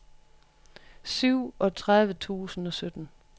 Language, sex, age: Danish, female, 43